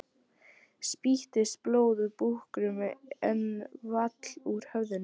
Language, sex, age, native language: Icelandic, female, 12, Icelandic